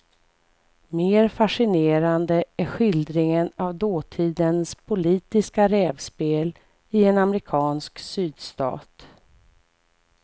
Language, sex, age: Swedish, female, 44